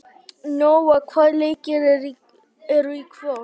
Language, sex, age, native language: Icelandic, male, 18-19, Icelandic